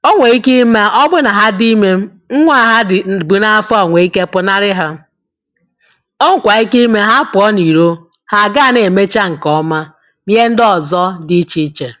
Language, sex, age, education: Igbo, female, 30-45, tertiary